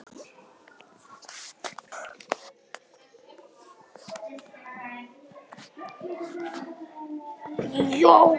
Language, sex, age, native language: Icelandic, female, 10, Icelandic